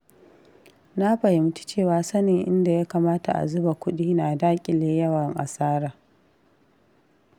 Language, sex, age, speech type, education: Hausa, female, 15-29, read, tertiary